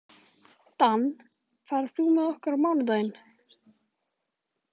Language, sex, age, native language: Icelandic, male, 18-19, Icelandic